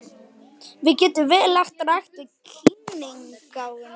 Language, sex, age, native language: Icelandic, male, 11, Icelandic